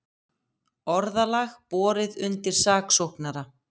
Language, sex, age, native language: Icelandic, female, 50-59, Icelandic